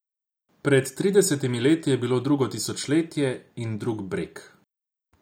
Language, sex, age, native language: Slovenian, male, 18-29, Croatian